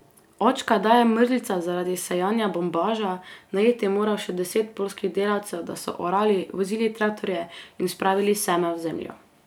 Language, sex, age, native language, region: Slovenian, female, 18-29, Slovenian, Carinthia region